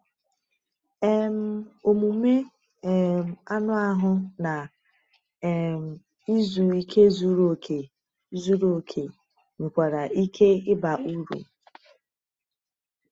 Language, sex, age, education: Igbo, female, 30-45, tertiary